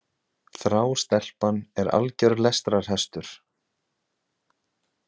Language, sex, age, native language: Icelandic, male, 20-29, Icelandic